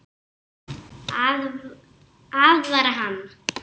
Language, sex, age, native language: Icelandic, female, 7, Icelandic